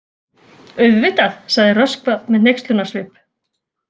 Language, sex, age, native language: Icelandic, female, 40-49, Icelandic